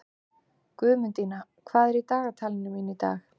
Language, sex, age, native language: Icelandic, female, 30-39, Icelandic